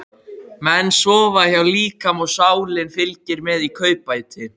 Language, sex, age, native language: Icelandic, male, 12, Icelandic